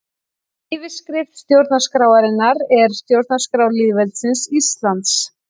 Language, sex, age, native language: Icelandic, female, 40-49, Icelandic